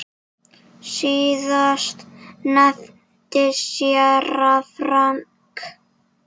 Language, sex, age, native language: Icelandic, female, 7, Icelandic